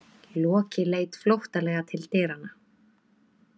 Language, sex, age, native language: Icelandic, female, 20-29, Icelandic